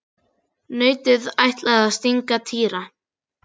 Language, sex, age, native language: Icelandic, female, 9, Icelandic